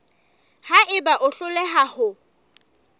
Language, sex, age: Southern Sotho, female, 25